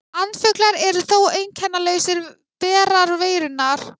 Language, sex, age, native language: Icelandic, other, 18-19, Icelandic